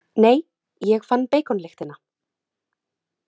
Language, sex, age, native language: Icelandic, female, 30-39, Icelandic